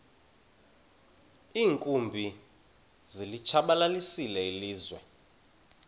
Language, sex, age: Xhosa, male, 31